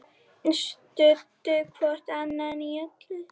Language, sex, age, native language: Icelandic, female, 10, Icelandic